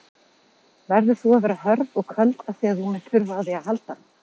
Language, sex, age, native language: Icelandic, female, 40-49, Icelandic